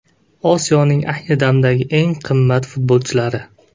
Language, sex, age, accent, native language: Uzbek, male, 18-24, Namangan, Uzbek